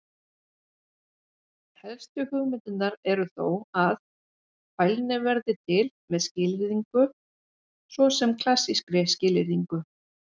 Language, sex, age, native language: Icelandic, female, 50-59, Icelandic